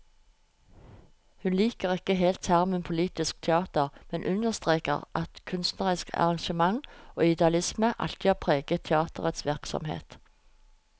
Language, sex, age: Norwegian, female, 45